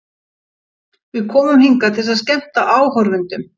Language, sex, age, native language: Icelandic, female, 50-59, Icelandic